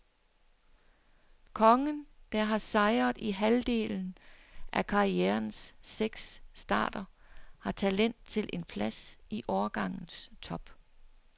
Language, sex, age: Danish, female, 60